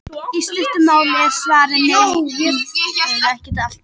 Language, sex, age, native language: Icelandic, female, 18-19, Icelandic